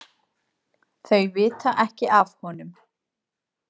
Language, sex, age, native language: Icelandic, female, 40-49, Icelandic